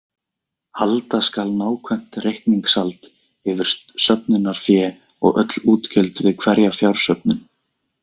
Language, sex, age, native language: Icelandic, male, 20-29, Icelandic